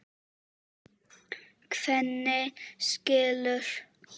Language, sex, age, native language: Icelandic, male, 7, Czech